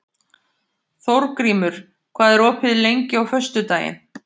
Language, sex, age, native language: Icelandic, female, 50-59, Icelandic